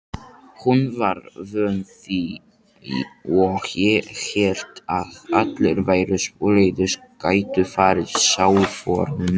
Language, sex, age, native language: Icelandic, male, 18-19, Icelandic